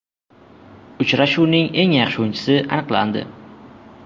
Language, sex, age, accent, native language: Uzbek, male, 12-17, Jizzax, Uzbek